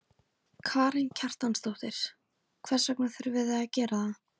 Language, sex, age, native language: Icelandic, female, 18-19, Icelandic